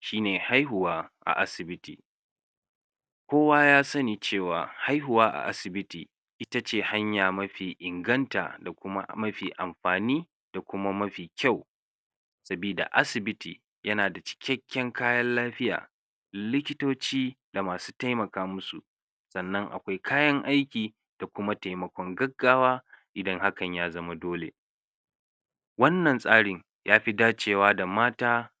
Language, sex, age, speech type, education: Hausa, male, 60+, spontaneous, tertiary